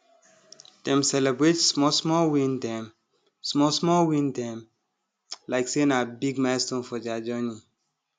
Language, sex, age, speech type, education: Nigerian Pidgin, male, 30-45, spontaneous, tertiary